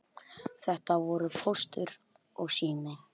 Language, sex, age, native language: Icelandic, male, 10, Icelandic